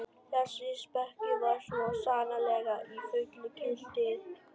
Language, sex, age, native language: Icelandic, male, 11, Vietnamese